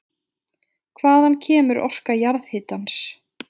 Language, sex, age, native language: Icelandic, female, 20-29, Icelandic